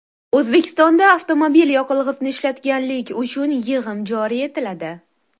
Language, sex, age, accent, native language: Uzbek, female, 19-29, Toshkent shahri, Uzbek